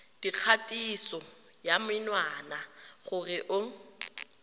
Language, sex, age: Tswana, female, 31